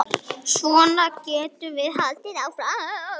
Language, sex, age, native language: Icelandic, male, 9, Icelandic